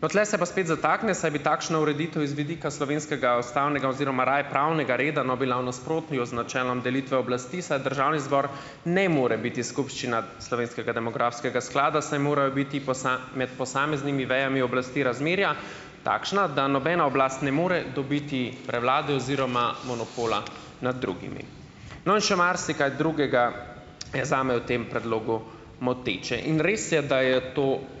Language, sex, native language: Slovenian, male, Slovenian